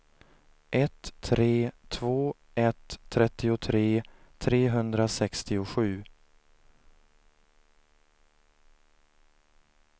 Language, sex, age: Swedish, male, 30